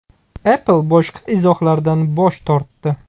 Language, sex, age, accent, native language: Uzbek, male, 30-39, Buxoro, Uzbek